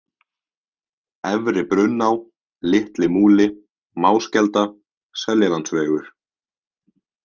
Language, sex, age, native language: Icelandic, male, 18-19, Icelandic